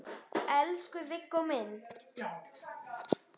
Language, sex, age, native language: Icelandic, female, 10, Icelandic